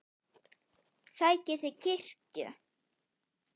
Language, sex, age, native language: Icelandic, female, 9, Icelandic